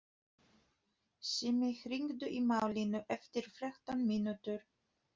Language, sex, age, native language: Icelandic, female, 30-39, Polish